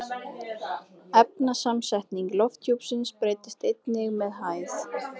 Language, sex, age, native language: Icelandic, female, 20-29, Icelandic